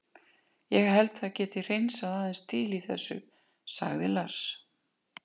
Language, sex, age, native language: Icelandic, female, 50-59, Icelandic